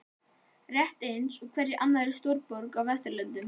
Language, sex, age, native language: Icelandic, male, 12, Icelandic